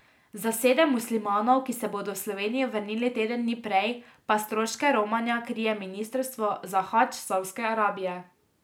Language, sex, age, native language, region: Slovenian, female, 18-29, Slovenian, Drava region